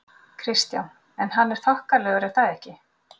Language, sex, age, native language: Icelandic, female, 40-49, Icelandic